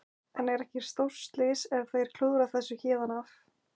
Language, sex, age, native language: Icelandic, female, 20-29, Icelandic